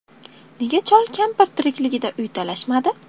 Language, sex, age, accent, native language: Uzbek, female, 18-24, Farg'ona, Uzbek